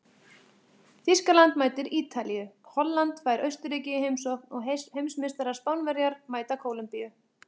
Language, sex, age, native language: Icelandic, female, 40-49, Icelandic